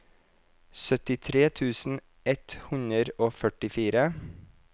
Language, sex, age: Norwegian, male, 26